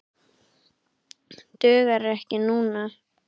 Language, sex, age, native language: Icelandic, female, 8, Icelandic